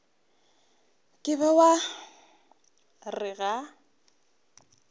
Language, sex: Northern Sotho, female